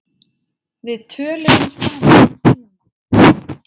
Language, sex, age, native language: Icelandic, female, 8, Icelandic